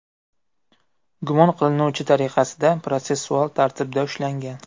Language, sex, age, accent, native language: Uzbek, male, 18-24, Buxoro, Uzbek